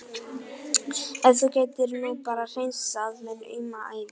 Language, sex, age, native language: Icelandic, female, 11, Icelandic